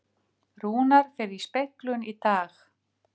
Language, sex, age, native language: Icelandic, female, 50-59, Icelandic